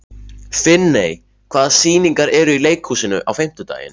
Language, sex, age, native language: Icelandic, male, 14, Icelandic